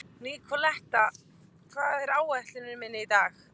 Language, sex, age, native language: Icelandic, female, 20-29, Icelandic